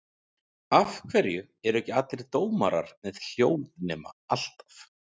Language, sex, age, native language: Icelandic, male, 40-49, Icelandic